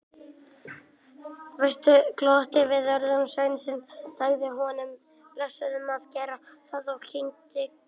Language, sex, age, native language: Icelandic, male, 18-19, Icelandic